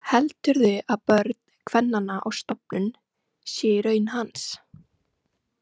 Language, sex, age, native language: Icelandic, female, 18-19, Icelandic